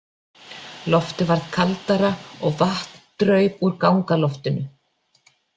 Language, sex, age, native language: Icelandic, female, 40-49, Icelandic